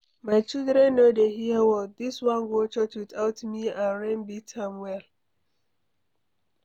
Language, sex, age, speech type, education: Nigerian Pidgin, female, 60+, read, secondary